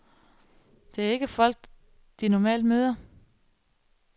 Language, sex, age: Danish, female, 35